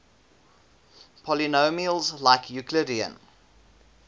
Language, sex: English, male